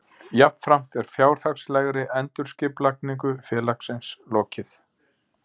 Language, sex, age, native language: Icelandic, male, 50-59, Icelandic